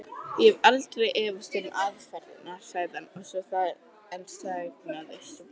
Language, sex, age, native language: Icelandic, female, 30-39, Icelandic